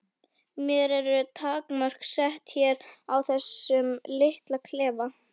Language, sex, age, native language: Icelandic, female, 11, Icelandic